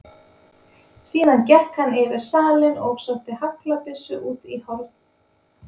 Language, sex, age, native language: Icelandic, female, 20-29, Icelandic